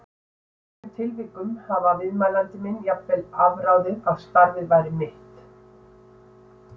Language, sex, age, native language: Icelandic, female, 60-69, Icelandic